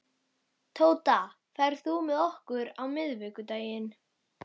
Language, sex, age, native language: Icelandic, female, 12, Icelandic